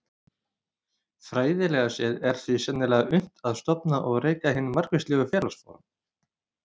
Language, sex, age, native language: Icelandic, male, 30-39, Icelandic